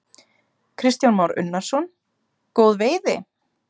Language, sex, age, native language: Icelandic, female, 30-39, Icelandic